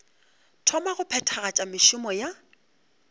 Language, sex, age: Northern Sotho, female, 35